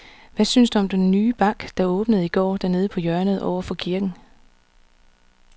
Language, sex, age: Danish, female, 39